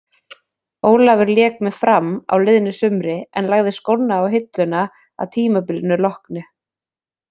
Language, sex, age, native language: Icelandic, female, 20-29, Icelandic